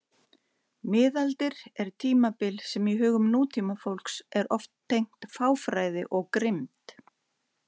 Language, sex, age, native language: Icelandic, female, 60-69, Icelandic